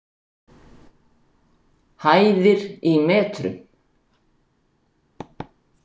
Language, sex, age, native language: Icelandic, female, 60-69, Icelandic